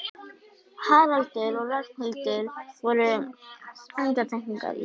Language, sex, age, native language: Icelandic, female, 11, Icelandic